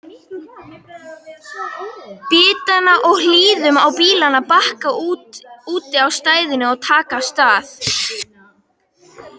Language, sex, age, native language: Icelandic, female, 18-19, Icelandic